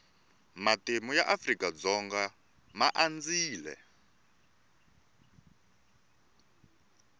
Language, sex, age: Tsonga, male, 24